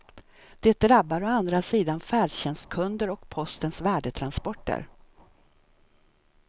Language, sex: Swedish, female